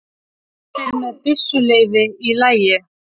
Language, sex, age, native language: Icelandic, female, 30-39, Icelandic